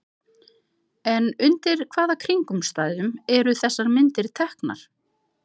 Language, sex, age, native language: Icelandic, other, 50-59, Icelandic